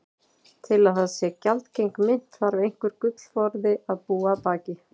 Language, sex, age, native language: Icelandic, female, 40-49, Icelandic